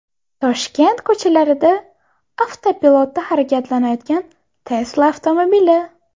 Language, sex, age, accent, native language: Uzbek, female, 18-24, Buxoro, Uzbek